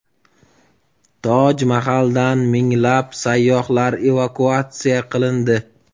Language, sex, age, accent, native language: Uzbek, male, 25-34, Jizzax, Uzbek